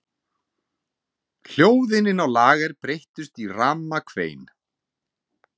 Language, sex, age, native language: Icelandic, male, 40-49, Icelandic